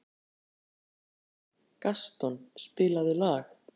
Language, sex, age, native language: Icelandic, female, 40-49, Icelandic